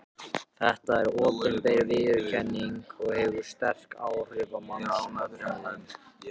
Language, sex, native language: Icelandic, other, Japanese